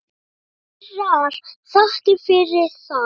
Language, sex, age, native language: Icelandic, male, 9, Icelandic